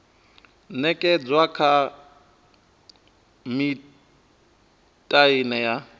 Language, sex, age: Venda, male, 23